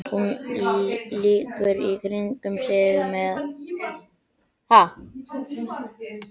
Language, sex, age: Icelandic, male, 12